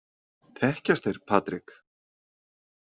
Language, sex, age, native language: Icelandic, male, 30-39, Icelandic